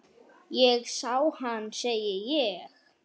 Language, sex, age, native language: Icelandic, male, 9, Icelandic